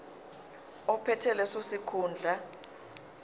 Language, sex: Zulu, female